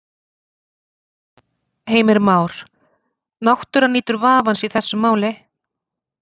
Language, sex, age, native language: Icelandic, female, 40-49, Icelandic